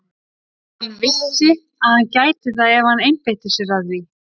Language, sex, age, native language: Icelandic, female, 30-39, Icelandic